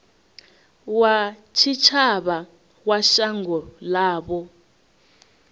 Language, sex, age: Venda, female, 21